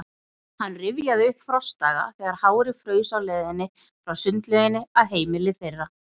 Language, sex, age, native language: Icelandic, female, 30-39, Icelandic